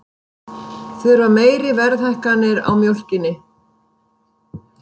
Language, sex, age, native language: Icelandic, female, 50-59, Icelandic